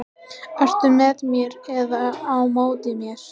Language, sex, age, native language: Icelandic, female, 13, Icelandic